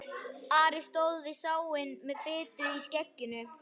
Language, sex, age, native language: Icelandic, male, 11, Icelandic